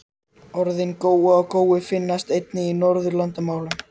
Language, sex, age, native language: Icelandic, male, 30-39, Icelandic